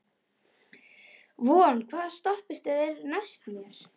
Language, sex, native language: Icelandic, male, Icelandic